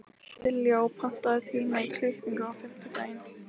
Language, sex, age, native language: Icelandic, female, 15, Lithuanian